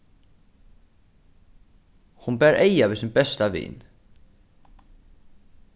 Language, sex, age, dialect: Faroese, male, 15-35, Suðurstreymoy